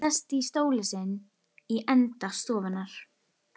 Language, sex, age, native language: Icelandic, female, 11, Icelandic